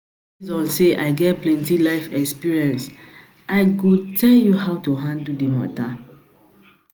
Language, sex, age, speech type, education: Nigerian Pidgin, female, 30-45, spontaneous, tertiary